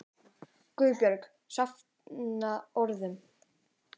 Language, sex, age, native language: Icelandic, female, 18-19, Icelandic